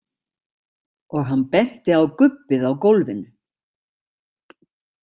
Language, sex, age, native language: Icelandic, female, 60-69, Icelandic